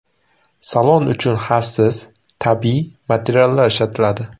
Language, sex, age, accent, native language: Uzbek, male, 18-24, Sirdaryo, Uzbek